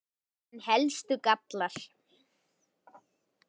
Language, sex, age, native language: Icelandic, male, 10, Icelandic